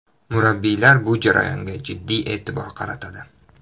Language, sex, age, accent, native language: Uzbek, male, 18-24, Toshkent shahri, Uzbek